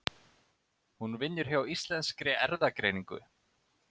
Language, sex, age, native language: Icelandic, male, 30-39, Icelandic